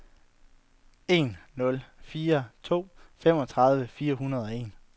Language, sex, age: Danish, male, 22